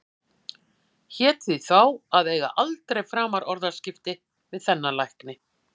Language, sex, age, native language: Icelandic, female, 50-59, Icelandic